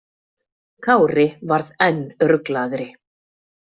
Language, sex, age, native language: Icelandic, female, 40-49, Icelandic